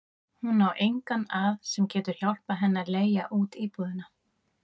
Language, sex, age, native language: Icelandic, female, 30-39, Icelandic